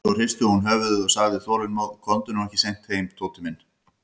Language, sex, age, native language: Icelandic, male, 50-59, Icelandic